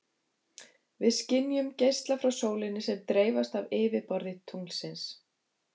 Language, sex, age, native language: Icelandic, female, 50-59, Icelandic